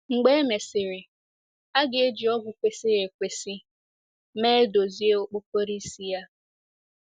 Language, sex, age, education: Igbo, female, 15-29, secondary